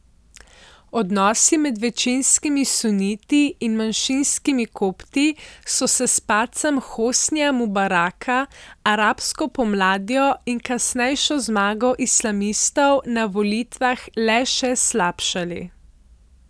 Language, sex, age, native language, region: Slovenian, female, 18-29, Slovenian, Central Slovenia